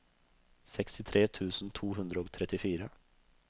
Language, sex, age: Norwegian, male, 32